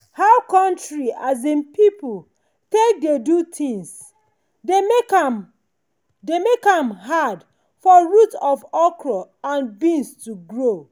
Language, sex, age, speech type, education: Nigerian Pidgin, female, 30-45, spontaneous, tertiary